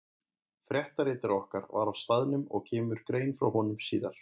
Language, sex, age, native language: Icelandic, male, 20-29, Icelandic